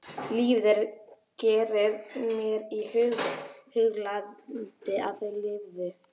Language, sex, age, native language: Icelandic, female, 11, Icelandic